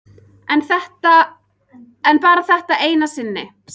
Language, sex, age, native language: Icelandic, female, 30-39, Icelandic